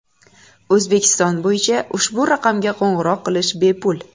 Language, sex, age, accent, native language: Uzbek, female, 18-24, Buxoro, Uzbek